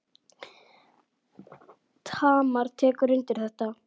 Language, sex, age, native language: Icelandic, female, 9, Icelandic